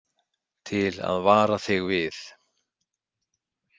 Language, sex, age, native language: Icelandic, male, 60-69, Icelandic